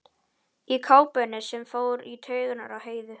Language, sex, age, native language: Icelandic, male, 11, Icelandic